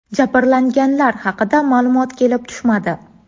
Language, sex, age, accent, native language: Uzbek, female, 18-24, Navoiy, Uzbek